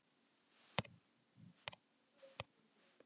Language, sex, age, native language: Icelandic, female, 12, Icelandic